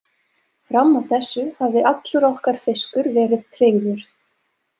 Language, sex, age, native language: Icelandic, female, 30-39, Serbo-Croatian